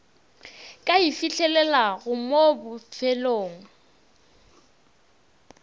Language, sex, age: Northern Sotho, female, 22